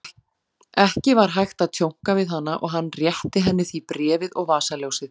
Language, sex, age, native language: Icelandic, female, 40-49, Icelandic